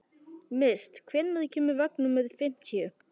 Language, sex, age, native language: Icelandic, female, 11, Icelandic